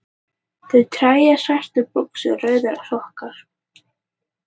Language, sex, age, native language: Icelandic, female, 18-19, Icelandic